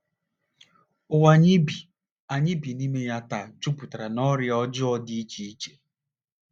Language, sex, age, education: Igbo, male, 30-45, tertiary